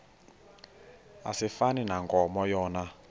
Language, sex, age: Xhosa, male, 21